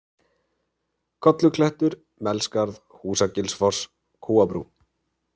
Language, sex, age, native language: Icelandic, male, 30-39, Icelandic